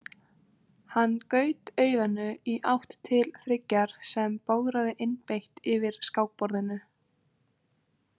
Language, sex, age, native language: Icelandic, female, 20-29, Icelandic